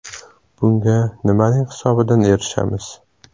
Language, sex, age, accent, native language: Uzbek, male, 18-24, Samarqand, Uzbek